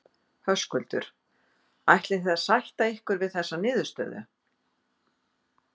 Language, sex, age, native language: Icelandic, female, 50-59, Icelandic